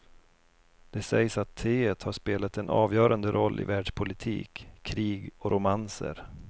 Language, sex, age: Swedish, male, 32